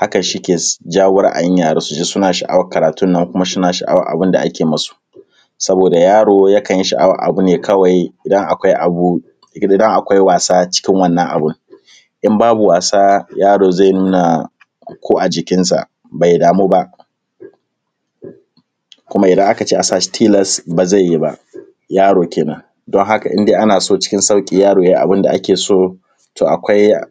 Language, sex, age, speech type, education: Hausa, male, 15-29, spontaneous, primary